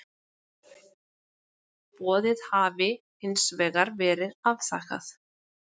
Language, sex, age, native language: Icelandic, female, 20-29, Icelandic